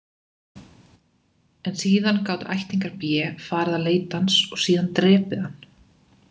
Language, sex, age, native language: Icelandic, female, 20-29, Icelandic